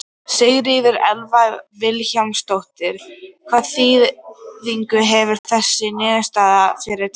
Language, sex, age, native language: Icelandic, female, 13, Icelandic